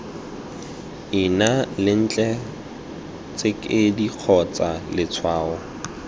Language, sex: Tswana, male